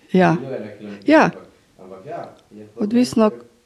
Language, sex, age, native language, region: Slovenian, female, 50-59, Slovenian, Drava region